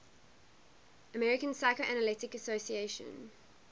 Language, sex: English, female